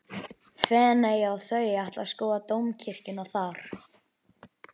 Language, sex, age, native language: Icelandic, male, 11, Icelandic